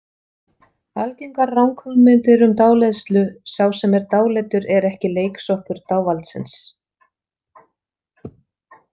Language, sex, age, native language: Icelandic, female, 40-49, Icelandic